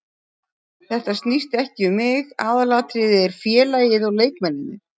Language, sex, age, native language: Icelandic, female, 40-49, Icelandic